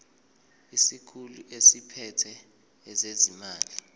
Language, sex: Zulu, male